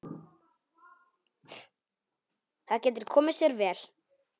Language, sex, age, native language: Icelandic, male, 10, Polish